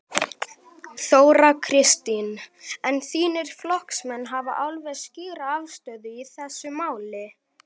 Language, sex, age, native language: Icelandic, male, 18-19, Icelandic